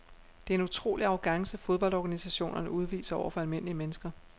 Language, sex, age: Danish, female, 36